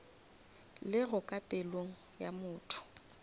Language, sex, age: Northern Sotho, female, 24